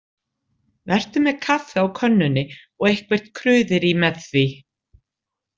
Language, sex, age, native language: Icelandic, female, 60-69, Icelandic